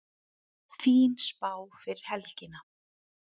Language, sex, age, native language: Icelandic, female, 30-39, Icelandic